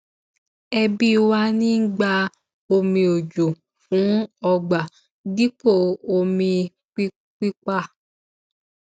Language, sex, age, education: Yoruba, female, 15-29, tertiary